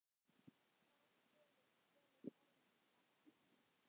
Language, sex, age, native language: Icelandic, male, 10, Icelandic